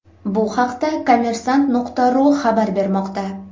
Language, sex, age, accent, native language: Uzbek, female, 18-24, Namangan, Uzbek